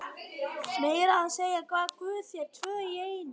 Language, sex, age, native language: Icelandic, male, 11, Icelandic